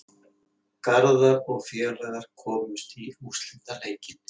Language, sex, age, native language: Icelandic, male, 50-59, Icelandic